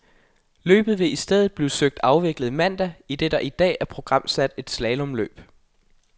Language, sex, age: Danish, male, 21